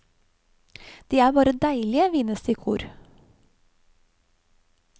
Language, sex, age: Norwegian, female, 35